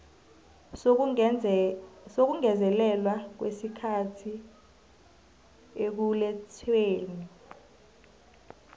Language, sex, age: South Ndebele, female, 25